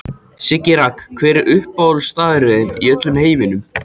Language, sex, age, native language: Icelandic, male, 14, Icelandic